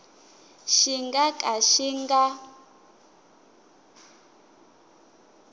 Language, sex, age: Tsonga, female, 19